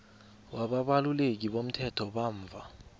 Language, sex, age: South Ndebele, male, 20